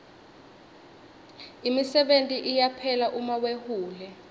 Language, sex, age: Swati, female, 21